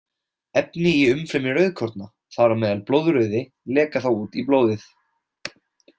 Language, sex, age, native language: Icelandic, male, 20-29, Icelandic